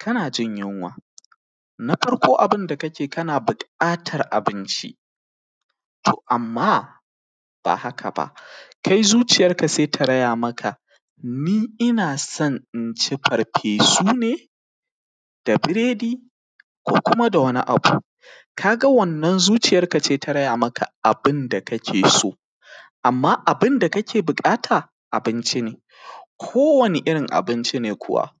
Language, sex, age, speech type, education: Hausa, male, 15-29, spontaneous, primary